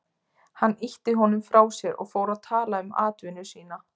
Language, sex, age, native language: Icelandic, female, 20-29, Icelandic